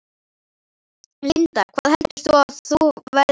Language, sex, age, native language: Icelandic, male, 11, Icelandic